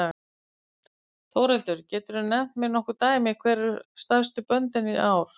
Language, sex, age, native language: Icelandic, female, 50-59, Icelandic